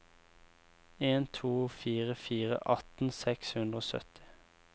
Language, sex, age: Norwegian, male, 24